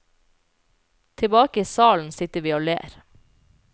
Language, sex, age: Norwegian, female, 29